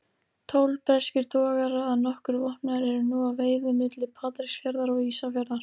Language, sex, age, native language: Icelandic, female, 40-49, Icelandic